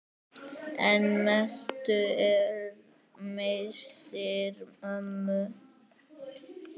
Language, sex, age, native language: Icelandic, male, 9, Icelandic